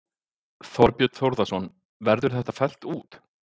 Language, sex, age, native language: Icelandic, male, 50-59, Icelandic